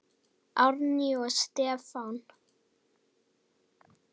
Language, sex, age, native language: Icelandic, female, 9, Icelandic